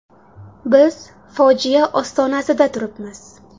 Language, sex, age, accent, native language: Uzbek, female, 18-24, Samarqand, Uzbek